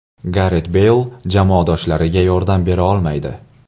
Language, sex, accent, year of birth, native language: Uzbek, male, Andijon, 1999, Uzbek